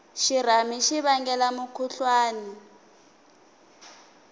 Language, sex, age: Tsonga, female, 19